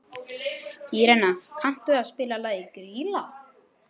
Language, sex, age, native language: Icelandic, male, 12, Icelandic